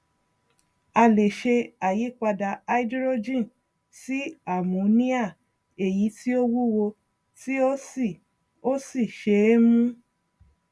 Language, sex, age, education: Yoruba, female, 30-45, tertiary